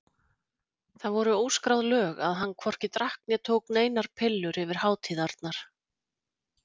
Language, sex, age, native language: Icelandic, female, 40-49, Icelandic